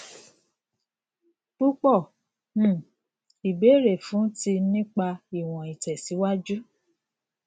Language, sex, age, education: Yoruba, female, 46-60, tertiary